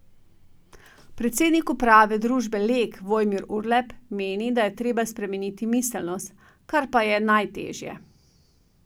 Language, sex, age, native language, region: Slovenian, female, 50-59, Slovenian, Drava region